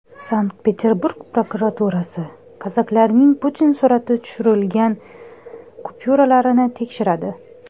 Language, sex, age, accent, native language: Uzbek, female, 25-34, Toshkent shahri, Uzbek